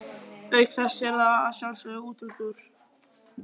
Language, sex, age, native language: Icelandic, male, 11, Icelandic